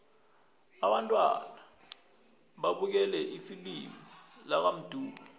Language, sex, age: South Ndebele, male, 21